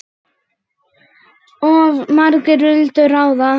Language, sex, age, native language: Icelandic, male, 8, Icelandic